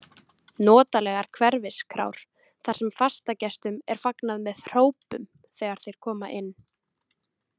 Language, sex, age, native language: Icelandic, female, 20-29, Icelandic